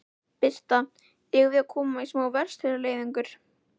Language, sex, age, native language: Icelandic, female, 11, Icelandic